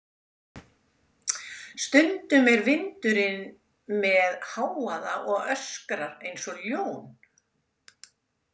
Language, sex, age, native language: Icelandic, female, 70-79, Icelandic